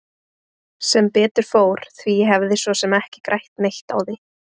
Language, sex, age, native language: Icelandic, female, 20-29, Icelandic